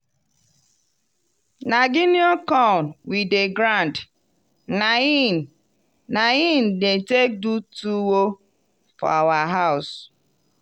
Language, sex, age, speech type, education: Nigerian Pidgin, female, 30-45, spontaneous, tertiary